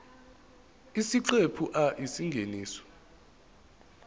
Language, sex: Zulu, male